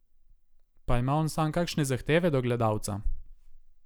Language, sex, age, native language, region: Slovenian, male, 18-29, Slovenian, Gorica region